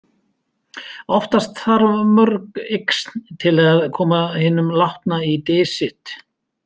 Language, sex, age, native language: Icelandic, male, 50-59, Icelandic